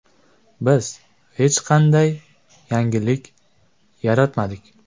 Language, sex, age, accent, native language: Uzbek, male, 18-24, Jizzax, Uzbek